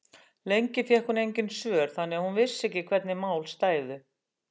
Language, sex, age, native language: Icelandic, female, 60-69, Icelandic